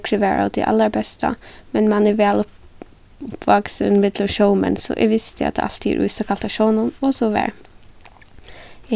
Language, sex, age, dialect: Faroese, female, 15-35, Suðuroy